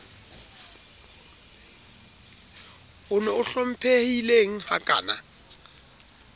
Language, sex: Southern Sotho, male